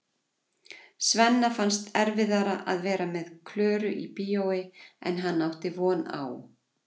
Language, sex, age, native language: Icelandic, female, 40-49, Icelandic